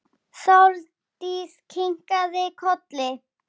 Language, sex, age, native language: Icelandic, female, 8, Icelandic